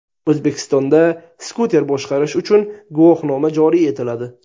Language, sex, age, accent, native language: Uzbek, male, 19-29, Sirdaryo, Uzbek